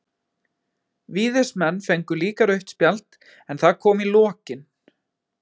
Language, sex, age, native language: Icelandic, male, 20-29, Icelandic